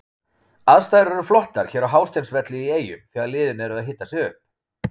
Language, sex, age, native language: Icelandic, male, 30-39, Icelandic